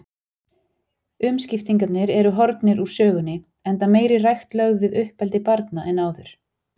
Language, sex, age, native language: Icelandic, female, 40-49, Icelandic